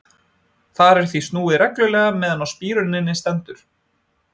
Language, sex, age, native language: Icelandic, male, 20-29, Icelandic